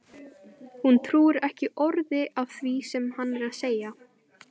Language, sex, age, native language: Icelandic, female, 18-19, Icelandic